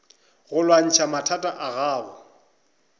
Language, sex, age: Northern Sotho, male, 25